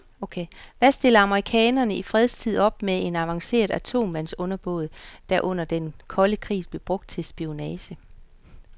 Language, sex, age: Danish, female, 50